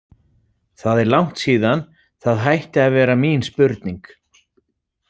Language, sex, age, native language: Icelandic, male, 40-49, Icelandic